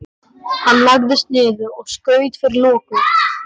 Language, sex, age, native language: Icelandic, male, 12, Icelandic